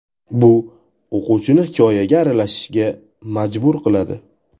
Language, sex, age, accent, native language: Uzbek, male, 18-24, Toshkent viloyati, Uzbek